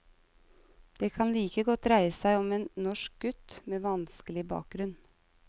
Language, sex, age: Norwegian, female, 35